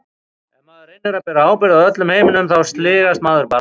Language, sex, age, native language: Icelandic, male, 50-59, Icelandic